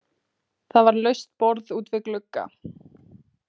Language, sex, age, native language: Icelandic, female, 20-29, Icelandic